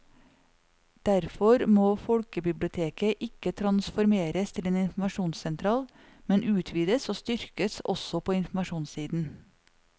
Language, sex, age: Norwegian, female, 40